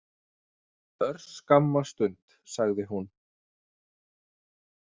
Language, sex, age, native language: Icelandic, male, 30-39, Danish